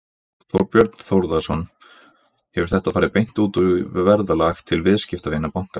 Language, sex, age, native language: Icelandic, male, 20-29, Icelandic